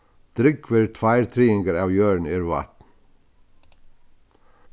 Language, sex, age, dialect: Faroese, male, 61+, Vágar